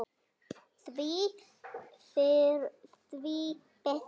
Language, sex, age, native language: Icelandic, female, 9, Icelandic